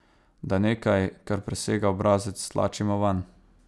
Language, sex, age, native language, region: Slovenian, male, 18-29, Slovenian, Savinja region